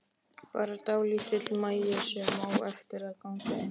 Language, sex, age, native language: Icelandic, male, 12, Icelandic